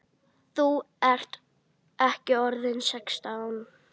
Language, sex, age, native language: Icelandic, female, 8, Icelandic